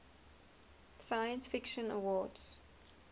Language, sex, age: English, female, 19